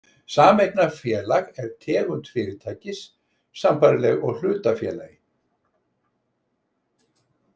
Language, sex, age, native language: Icelandic, male, 60-69, Icelandic